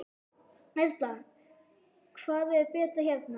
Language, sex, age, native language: Icelandic, female, 9, Icelandic